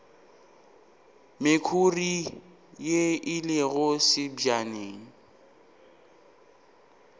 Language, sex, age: Northern Sotho, male, 19